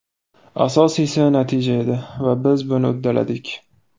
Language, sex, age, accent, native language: Uzbek, male, 18-24, Namangan, Uzbek